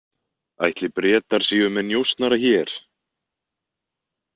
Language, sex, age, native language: Icelandic, male, 20-29, Icelandic